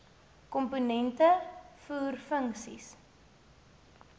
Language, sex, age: Afrikaans, female, 18